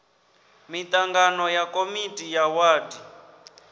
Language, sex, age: Venda, male, 19